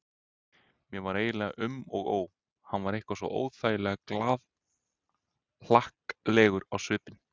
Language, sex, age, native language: Icelandic, male, 30-39, Icelandic